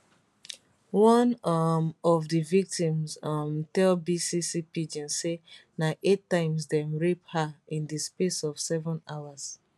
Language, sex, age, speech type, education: Nigerian Pidgin, female, 15-29, spontaneous, tertiary